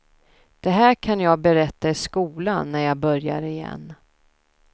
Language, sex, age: Swedish, female, 32